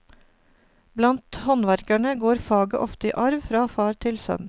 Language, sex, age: Norwegian, female, 49